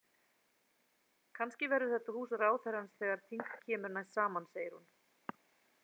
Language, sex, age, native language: Icelandic, female, 40-49, Icelandic